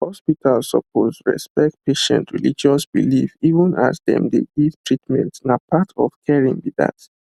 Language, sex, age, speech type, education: Nigerian Pidgin, male, 15-29, spontaneous, tertiary